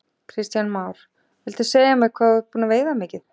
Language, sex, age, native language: Icelandic, female, 40-49, Icelandic